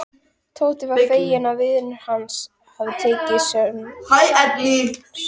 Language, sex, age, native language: Icelandic, female, 13, Icelandic